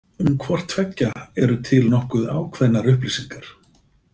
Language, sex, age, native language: Icelandic, male, 50-59, Icelandic